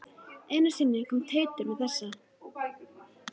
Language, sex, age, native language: Icelandic, female, 13, Icelandic